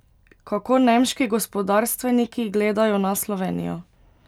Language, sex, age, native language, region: Slovenian, female, 18-29, Slovenian, Pomurje region